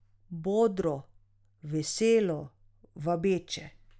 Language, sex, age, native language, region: Slovenian, female, 30-49, Slovenian, Drava region